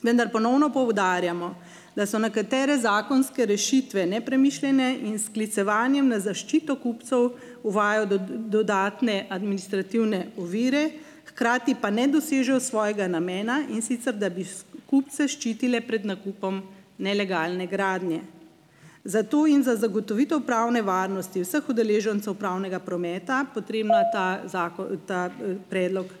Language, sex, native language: Slovenian, female, Slovenian